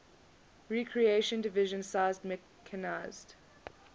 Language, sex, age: English, female, 21